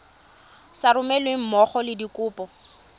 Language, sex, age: Tswana, female, 20